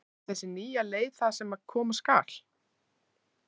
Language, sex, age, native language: Icelandic, female, 20-29, Icelandic